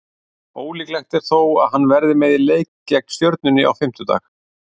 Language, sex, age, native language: Icelandic, male, 40-49, Icelandic